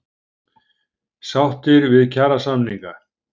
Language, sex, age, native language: Icelandic, male, 50-59, Icelandic